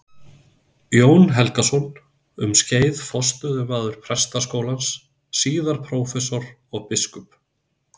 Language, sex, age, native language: Icelandic, male, 40-49, Icelandic